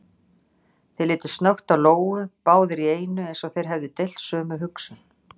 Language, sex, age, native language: Icelandic, female, 60-69, Icelandic